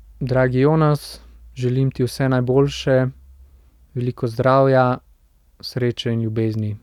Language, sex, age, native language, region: Slovenian, male, 18-29, Slovenian, Central Slovenia